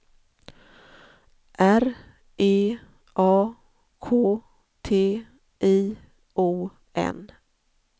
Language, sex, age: Swedish, female, 40